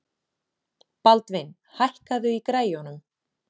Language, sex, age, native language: Icelandic, female, 30-39, Icelandic